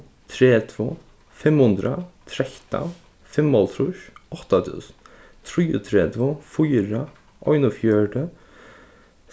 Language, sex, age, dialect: Faroese, male, 15-35, Norðurstreymoy/Eysturoy